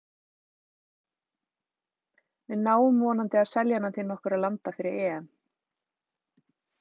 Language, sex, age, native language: Icelandic, female, 30-39, Icelandic